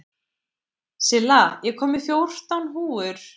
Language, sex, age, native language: Icelandic, female, 20-29, Icelandic